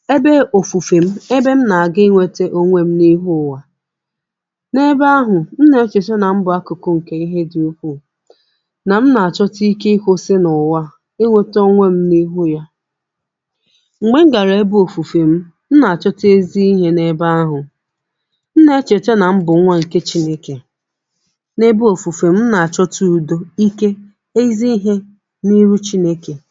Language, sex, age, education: Igbo, female, 15-29, secondary